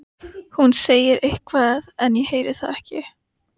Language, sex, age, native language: Icelandic, female, 15, Icelandic